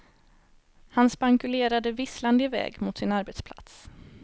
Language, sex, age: Swedish, female, 18